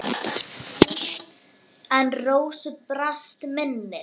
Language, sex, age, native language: Icelandic, female, 10, Icelandic